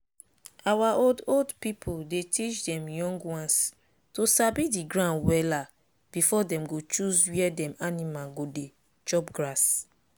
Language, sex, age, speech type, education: Nigerian Pidgin, female, 30-45, spontaneous, tertiary